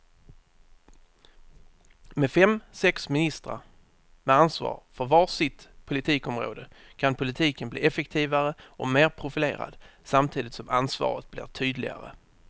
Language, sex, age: Swedish, male, 30